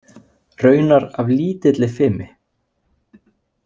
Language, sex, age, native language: Icelandic, male, 20-29, Icelandic